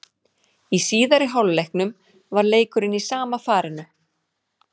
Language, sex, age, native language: Icelandic, female, 40-49, Icelandic